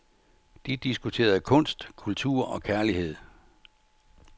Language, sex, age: Danish, male, 64